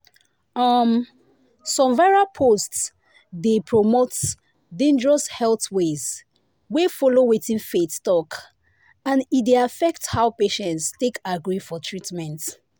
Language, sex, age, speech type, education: Nigerian Pidgin, female, 15-29, spontaneous, tertiary